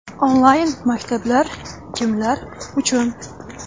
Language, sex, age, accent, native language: Uzbek, female, 25-34, Qashqadaryo, Uzbek